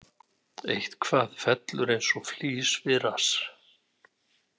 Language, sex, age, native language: Icelandic, male, 60-69, Icelandic